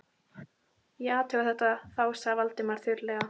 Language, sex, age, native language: Icelandic, female, 12, Icelandic